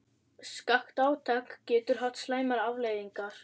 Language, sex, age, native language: Icelandic, female, 11, Icelandic